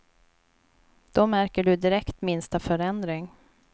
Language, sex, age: Swedish, female, 29